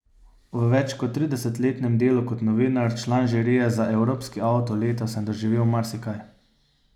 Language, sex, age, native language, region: Slovenian, male, 30-49, Slovenian, Savinja region